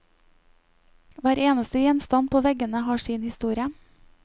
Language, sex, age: Norwegian, female, 25